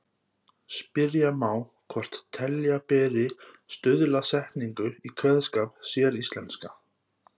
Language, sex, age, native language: Icelandic, male, 30-39, Icelandic